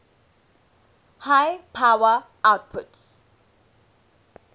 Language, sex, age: English, female, 18